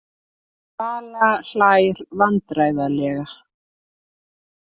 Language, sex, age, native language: Icelandic, female, 30-39, Icelandic